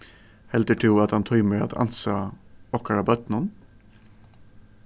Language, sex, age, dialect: Faroese, male, 15-35, Suðurstreymoy